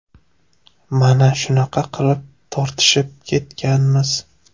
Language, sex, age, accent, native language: Uzbek, male, 19-29, Surxondaryo, Uzbek